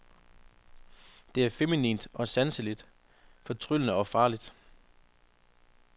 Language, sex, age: Danish, male, 25